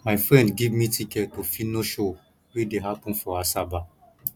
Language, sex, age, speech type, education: Nigerian Pidgin, male, 15-29, spontaneous, tertiary